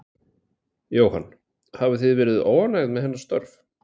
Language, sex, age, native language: Icelandic, male, 40-49, Icelandic